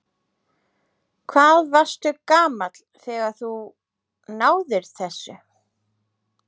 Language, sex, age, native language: Icelandic, female, 30-39, Icelandic